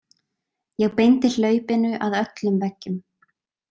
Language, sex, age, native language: Icelandic, female, 20-29, Icelandic